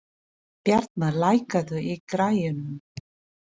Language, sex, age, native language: Icelandic, female, 40-49, Filipino